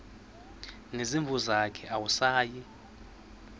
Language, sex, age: Xhosa, male, 20